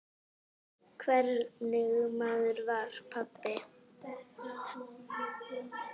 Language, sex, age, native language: Icelandic, female, 8, Icelandic